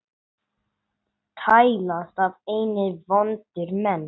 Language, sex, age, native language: Icelandic, male, 9, English